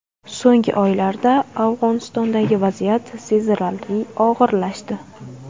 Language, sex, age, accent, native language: Uzbek, female, 18-24, Navoiy, Uzbek